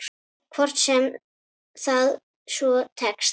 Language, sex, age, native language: Icelandic, female, 10, Icelandic